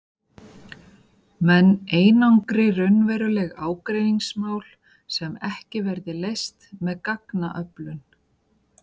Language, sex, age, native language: Icelandic, female, 40-49, Icelandic